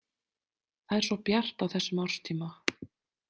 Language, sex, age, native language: Icelandic, female, 30-39, Icelandic